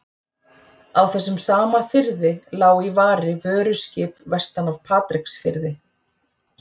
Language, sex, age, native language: Icelandic, female, 40-49, Icelandic